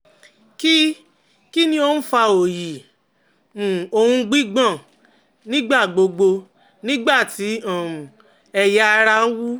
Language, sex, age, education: Yoruba, female, 30-45, tertiary